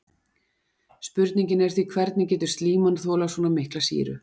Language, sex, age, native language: Icelandic, female, 40-49, Icelandic